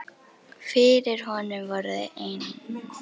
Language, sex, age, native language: Icelandic, female, 10, Icelandic